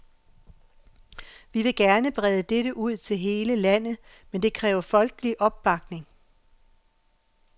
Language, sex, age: Danish, female, 48